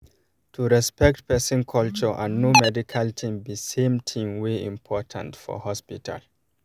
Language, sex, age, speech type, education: Nigerian Pidgin, male, 30-45, spontaneous, tertiary